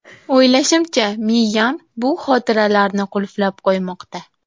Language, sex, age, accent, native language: Uzbek, female, 19-29, Toshkent viloyati, Uzbek